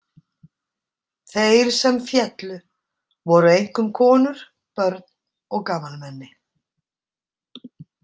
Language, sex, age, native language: Icelandic, female, 60-69, Icelandic